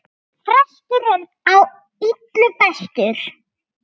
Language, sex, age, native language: Icelandic, female, 6, Icelandic